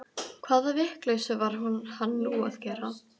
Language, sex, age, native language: Icelandic, female, 12, Icelandic